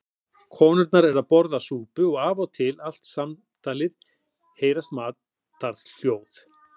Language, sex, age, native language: Icelandic, male, 40-49, Icelandic